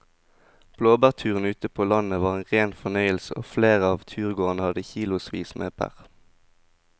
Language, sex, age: Norwegian, male, 20